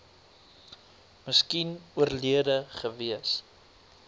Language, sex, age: Afrikaans, male, 22